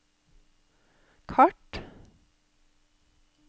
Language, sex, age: Norwegian, female, 48